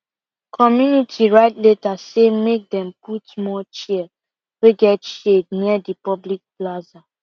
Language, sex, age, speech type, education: Nigerian Pidgin, female, 15-29, spontaneous, secondary